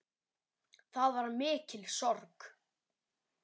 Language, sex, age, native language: Icelandic, male, 9, Icelandic